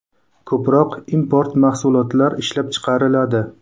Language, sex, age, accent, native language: Uzbek, male, 19-29, Qashqadaryo, Uzbek